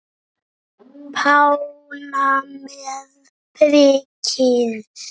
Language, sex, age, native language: Icelandic, male, 6, Icelandic